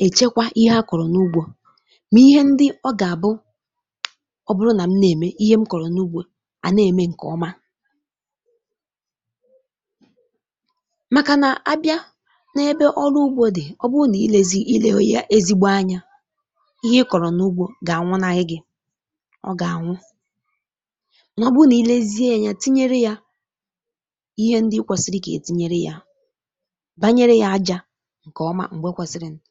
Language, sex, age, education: Igbo, female, 15-29, tertiary